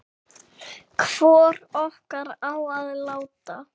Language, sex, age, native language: Icelandic, male, 6, Icelandic